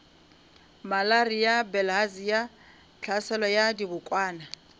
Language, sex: Northern Sotho, female